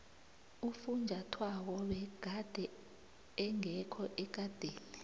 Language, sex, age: South Ndebele, female, 29